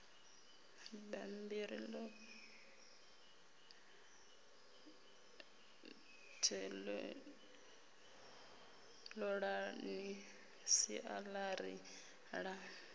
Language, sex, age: Venda, female, 33